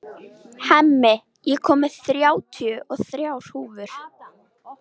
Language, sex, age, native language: Icelandic, female, 13, Icelandic